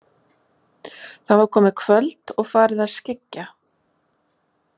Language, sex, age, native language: Icelandic, female, 40-49, Icelandic